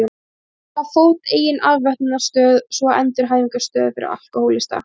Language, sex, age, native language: Icelandic, female, 20-29, Icelandic